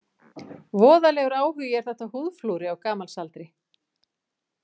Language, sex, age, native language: Icelandic, female, 40-49, Icelandic